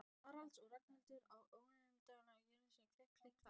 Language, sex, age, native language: Icelandic, female, 14, Icelandic